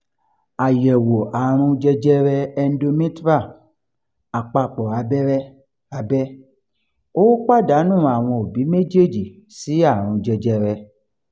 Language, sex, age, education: Yoruba, male, 46-60, tertiary